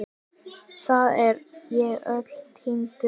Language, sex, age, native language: Icelandic, female, 10, Icelandic